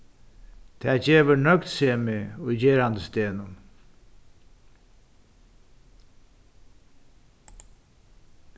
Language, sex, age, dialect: Faroese, male, 61+, Norðuroyggjar